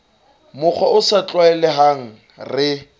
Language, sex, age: Southern Sotho, male, 26